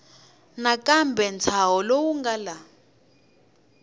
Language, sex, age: Tsonga, female, 21